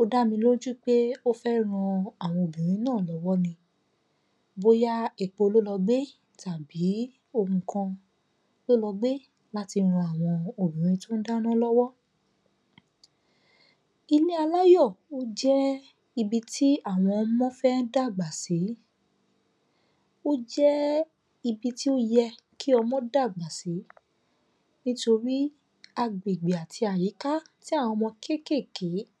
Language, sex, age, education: Yoruba, female, 30-45, tertiary